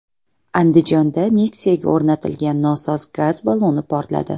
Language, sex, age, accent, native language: Uzbek, female, 18-24, Toshkent viloyati, Uzbek